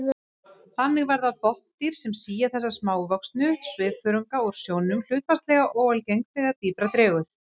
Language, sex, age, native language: Icelandic, female, 30-39, Icelandic